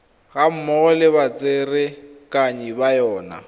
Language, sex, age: Tswana, male, 21